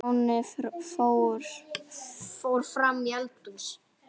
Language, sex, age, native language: Icelandic, female, 10, Icelandic